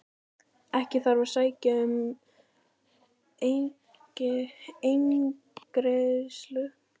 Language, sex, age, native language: Icelandic, female, 18-19, Icelandic